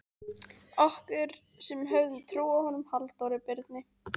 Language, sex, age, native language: Icelandic, female, 13, Icelandic